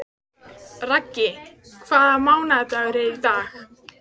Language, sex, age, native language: Icelandic, female, 14, Icelandic